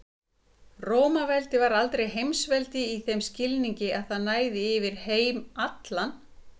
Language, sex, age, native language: Icelandic, female, 50-59, Icelandic